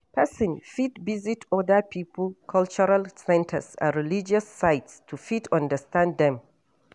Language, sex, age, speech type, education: Nigerian Pidgin, female, 60+, read, tertiary